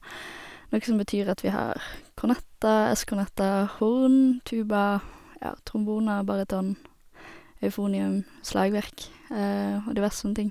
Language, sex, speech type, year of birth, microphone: Norwegian, female, spontaneous, 1991, Sennheiser